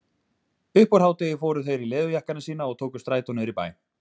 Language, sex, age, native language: Icelandic, male, 20-29, Icelandic